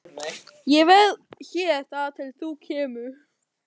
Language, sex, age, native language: Icelandic, male, 13, German